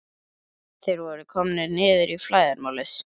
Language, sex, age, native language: Icelandic, male, 11, Icelandic